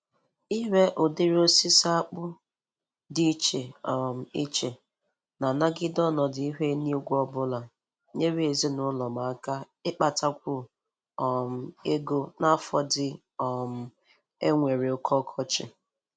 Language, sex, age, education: Igbo, female, 15-29, tertiary